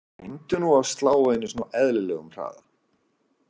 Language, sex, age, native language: Icelandic, male, 40-49, Icelandic